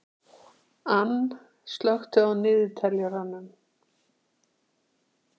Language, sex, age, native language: Icelandic, female, 60-69, Icelandic